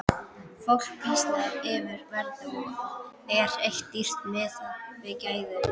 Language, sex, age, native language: Icelandic, female, 12, Icelandic